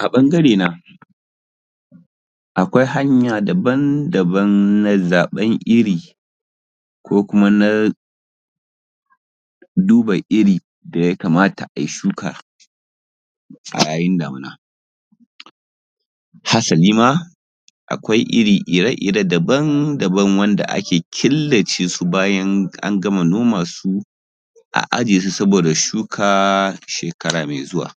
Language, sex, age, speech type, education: Hausa, male, 30-45, spontaneous, secondary